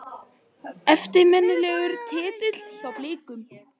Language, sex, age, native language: Icelandic, male, 18-19, Icelandic